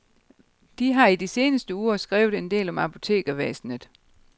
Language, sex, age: Danish, female, 52